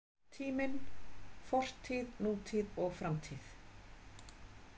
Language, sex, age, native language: Icelandic, female, 50-59, Icelandic